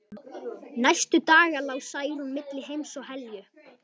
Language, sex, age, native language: Icelandic, male, 11, Icelandic